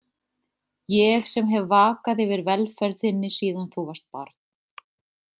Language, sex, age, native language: Icelandic, female, 30-39, Icelandic